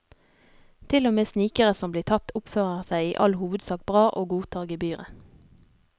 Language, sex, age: Norwegian, female, 32